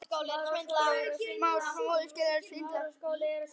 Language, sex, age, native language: Icelandic, male, 9, Icelandic